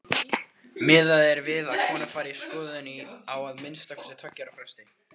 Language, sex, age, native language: Icelandic, male, 18-19, Icelandic